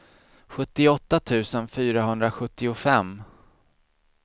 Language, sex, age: Swedish, male, 40